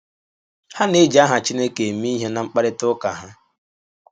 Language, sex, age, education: Igbo, male, 15-29, tertiary